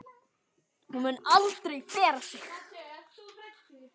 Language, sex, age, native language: Icelandic, male, 9, Icelandic